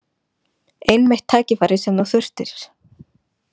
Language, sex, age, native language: Icelandic, female, 20-29, Icelandic